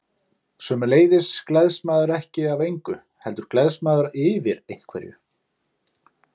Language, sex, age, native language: Icelandic, male, 30-39, Icelandic